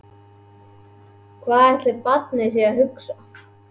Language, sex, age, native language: Icelandic, male, 11, Icelandic